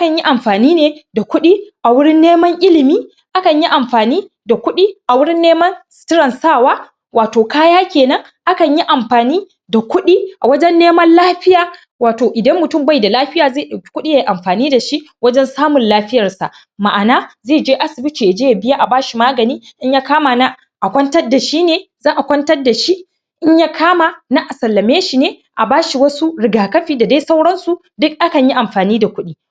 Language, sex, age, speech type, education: Hausa, female, 30-45, spontaneous, tertiary